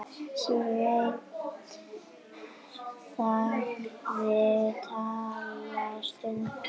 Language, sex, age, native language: Icelandic, female, 8, Icelandic